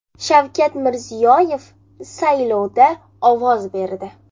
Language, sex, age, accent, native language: Uzbek, female, 19-29, Jizzax, Uzbek